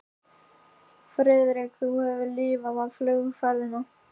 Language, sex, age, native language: Icelandic, male, 13, Icelandic